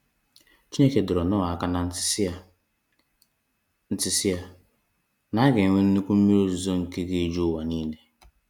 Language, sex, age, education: Igbo, male, 15-29, tertiary